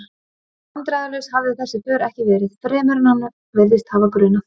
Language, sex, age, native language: Icelandic, female, 30-39, Icelandic